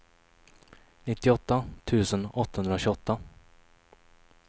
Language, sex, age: Swedish, male, 21